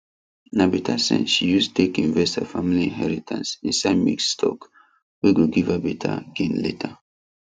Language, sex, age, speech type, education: Nigerian Pidgin, male, 15-29, spontaneous, tertiary